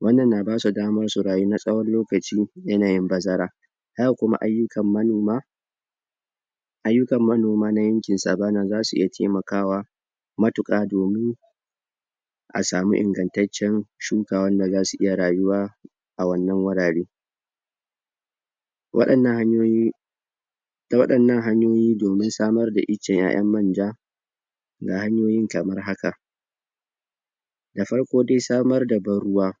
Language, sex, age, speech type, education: Hausa, male, 46-60, spontaneous, tertiary